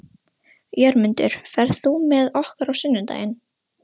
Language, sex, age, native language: Icelandic, female, 13, Russian